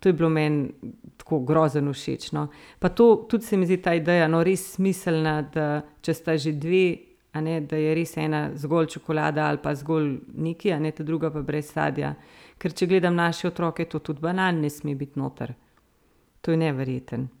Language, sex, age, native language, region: Slovenian, female, 30-49, Slovenian, Central Slovenia